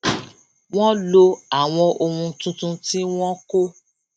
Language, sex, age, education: Yoruba, female, 46-60, tertiary